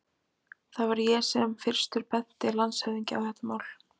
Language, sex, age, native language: Icelandic, female, 20-29, Icelandic